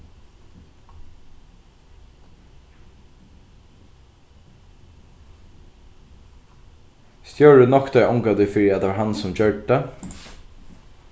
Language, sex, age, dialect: Faroese, male, 15-35, Norðuroyggjar